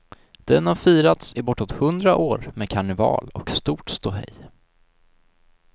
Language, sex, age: Swedish, male, 19